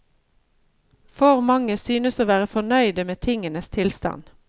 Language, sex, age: Norwegian, female, 53